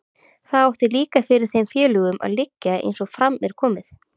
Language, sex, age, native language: Icelandic, female, 30-39, Icelandic